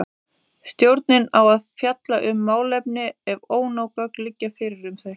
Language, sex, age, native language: Icelandic, female, 30-39, Icelandic